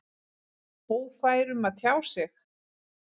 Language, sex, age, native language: Icelandic, female, 40-49, Icelandic